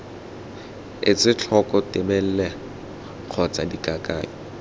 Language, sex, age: Tswana, male, 21